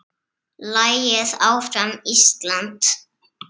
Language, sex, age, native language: Icelandic, female, 7, Icelandic